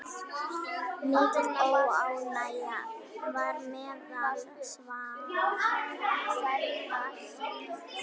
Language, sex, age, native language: Icelandic, female, 10, Icelandic